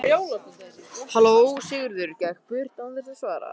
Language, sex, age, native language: Icelandic, male, 18-19, Vietnamese